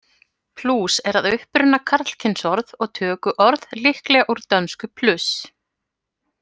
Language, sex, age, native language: Icelandic, female, 40-49, Icelandic